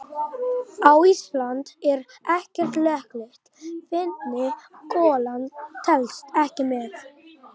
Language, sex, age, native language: Icelandic, male, 11, Icelandic